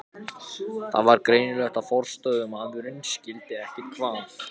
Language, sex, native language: Icelandic, other, Japanese